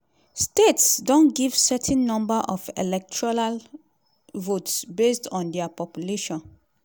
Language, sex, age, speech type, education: Nigerian Pidgin, female, 30-45, spontaneous, tertiary